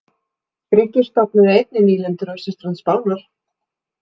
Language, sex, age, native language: Icelandic, female, 40-49, Icelandic